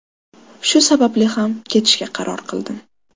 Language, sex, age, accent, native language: Uzbek, female, 12-17, Qashqadaryo, Uzbek